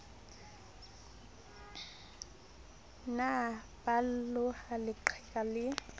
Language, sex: Southern Sotho, female